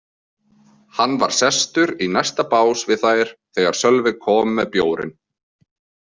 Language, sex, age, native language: Icelandic, male, 20-29, Icelandic